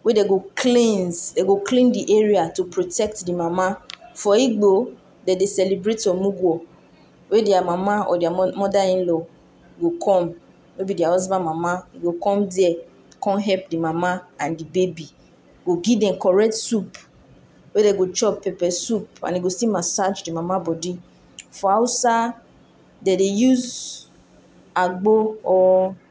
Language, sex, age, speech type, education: Nigerian Pidgin, female, 46-60, spontaneous, tertiary